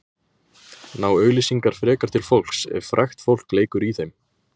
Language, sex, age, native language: Icelandic, male, 20-29, Icelandic